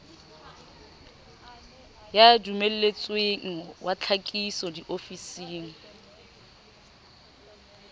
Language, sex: Southern Sotho, female